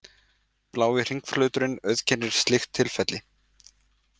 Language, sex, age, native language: Icelandic, male, 20-29, Icelandic